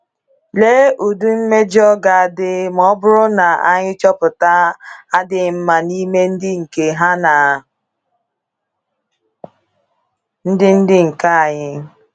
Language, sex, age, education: Igbo, female, 15-29, tertiary